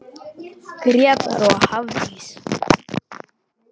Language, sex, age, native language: Icelandic, male, 10, Icelandic